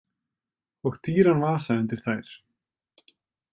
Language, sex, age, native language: Icelandic, male, 20-29, Icelandic